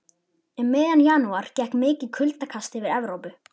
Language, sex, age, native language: Icelandic, male, 11, Icelandic